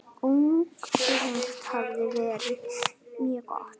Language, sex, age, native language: Icelandic, female, 30-39, Icelandic